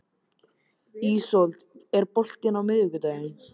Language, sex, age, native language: Icelandic, male, 13, Icelandic